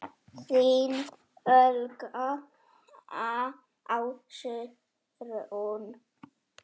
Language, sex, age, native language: Icelandic, female, 7, Polish